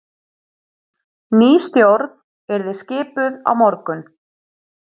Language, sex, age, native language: Icelandic, female, 30-39, Icelandic